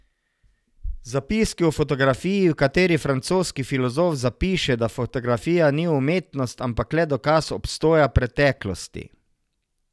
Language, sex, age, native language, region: Slovenian, male, 50-59, Slovenian, Savinja region